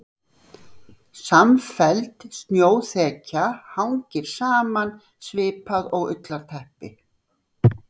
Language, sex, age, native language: Icelandic, female, 60-69, Icelandic